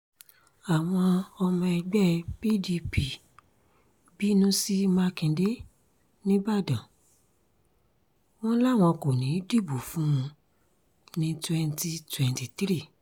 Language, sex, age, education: Yoruba, female, 30-45, tertiary